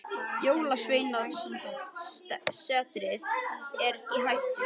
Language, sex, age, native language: Icelandic, female, 50-59, Icelandic